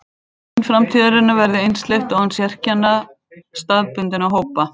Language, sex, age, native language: Icelandic, female, 60-69, Icelandic